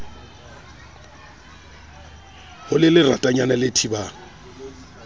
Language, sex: Southern Sotho, male